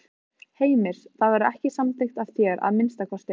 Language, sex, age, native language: Icelandic, female, 15, Icelandic